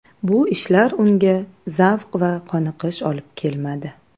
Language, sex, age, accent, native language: Uzbek, female, 30-39, Samarqand, Uzbek